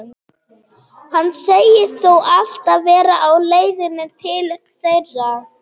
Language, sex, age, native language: Icelandic, female, 30-39, German